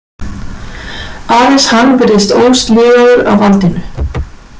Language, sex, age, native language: Icelandic, female, 40-49, Icelandic